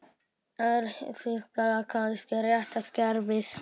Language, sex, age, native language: Icelandic, male, 12, Icelandic